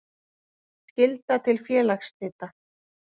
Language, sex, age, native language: Icelandic, female, 30-39, Icelandic